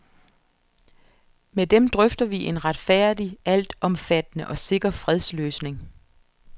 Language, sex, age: Danish, female, 47